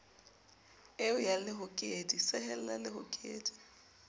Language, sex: Southern Sotho, female